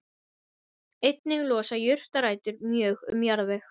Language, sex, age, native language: Icelandic, female, 12, Icelandic